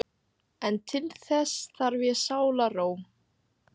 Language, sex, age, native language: Icelandic, female, 15, Icelandic